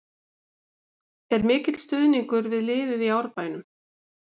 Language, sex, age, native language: Icelandic, female, 50-59, Icelandic